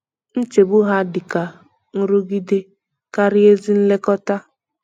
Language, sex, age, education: Igbo, female, 15-29, tertiary